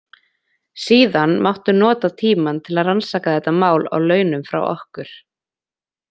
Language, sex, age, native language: Icelandic, female, 20-29, Icelandic